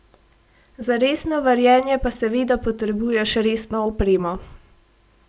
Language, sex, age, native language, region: Slovenian, female, 18-29, Slovenian, Gorenjska region